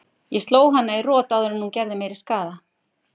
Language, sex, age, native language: Icelandic, female, 50-59, Icelandic